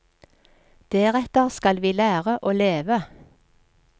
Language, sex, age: Norwegian, female, 46